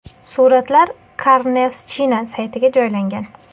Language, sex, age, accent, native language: Uzbek, female, 19-29, Qashqadaryo, Uzbek